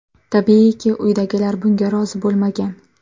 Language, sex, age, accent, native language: Uzbek, female, 18-24, Samarqand, Uzbek